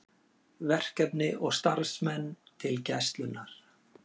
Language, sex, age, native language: Icelandic, male, 40-49, Icelandic